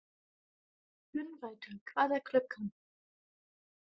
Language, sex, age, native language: Icelandic, female, 20-29, German